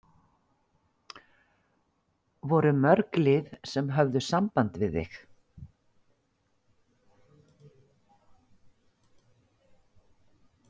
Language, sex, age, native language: Icelandic, female, 50-59, Icelandic